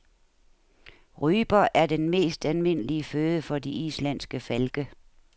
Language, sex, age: Danish, female, 69